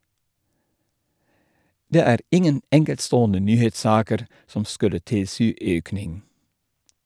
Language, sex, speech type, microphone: Norwegian, male, read, Shure